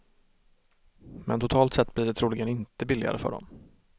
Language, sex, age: Swedish, male, 32